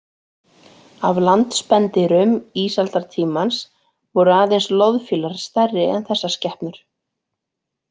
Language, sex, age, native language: Icelandic, female, 40-49, Icelandic